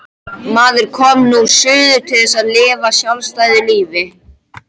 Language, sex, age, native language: Icelandic, male, 13, Icelandic